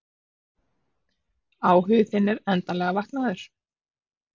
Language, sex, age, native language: Icelandic, female, 40-49, Icelandic